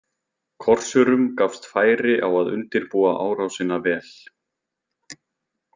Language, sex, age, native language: Icelandic, male, 20-29, Icelandic